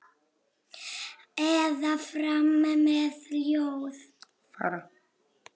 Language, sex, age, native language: Icelandic, female, 7, Polish